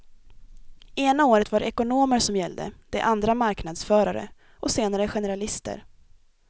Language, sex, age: Swedish, female, 23